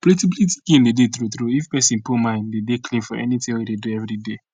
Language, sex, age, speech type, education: Nigerian Pidgin, male, 15-29, spontaneous, secondary